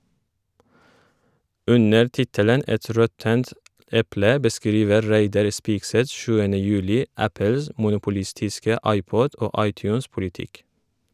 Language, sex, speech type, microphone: Norwegian, female, read, Shure